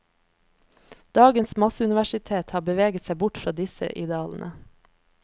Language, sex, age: Norwegian, female, 26